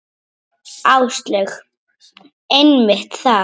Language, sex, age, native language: Icelandic, female, 30-39, Icelandic